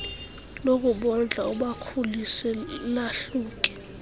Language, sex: Xhosa, female